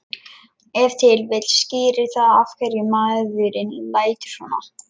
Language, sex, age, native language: Icelandic, male, 11, Lithuanian